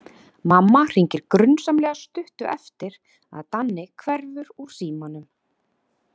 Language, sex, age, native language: Icelandic, female, 30-39, Icelandic